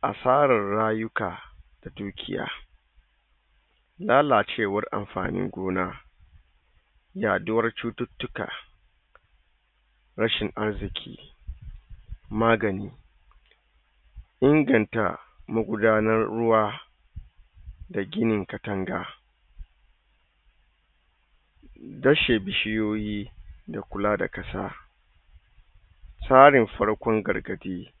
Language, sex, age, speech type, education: Hausa, male, 30-45, spontaneous, tertiary